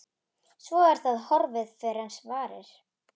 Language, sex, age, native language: Icelandic, female, 11, Icelandic